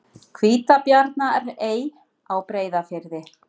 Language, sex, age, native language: Icelandic, female, 60-69, Icelandic